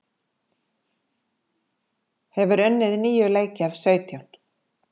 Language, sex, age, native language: Icelandic, female, 50-59, Icelandic